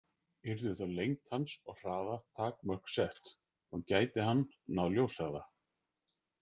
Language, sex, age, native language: Icelandic, male, 40-49, Icelandic